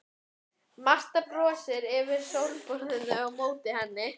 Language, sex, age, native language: Icelandic, female, 11, Icelandic